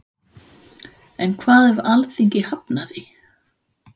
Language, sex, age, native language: Icelandic, female, 50-59, Danish